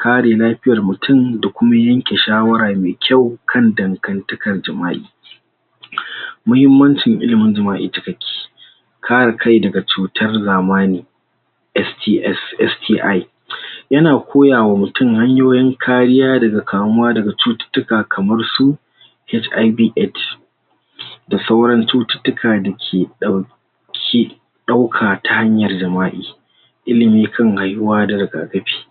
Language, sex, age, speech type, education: Hausa, male, 46-60, spontaneous, tertiary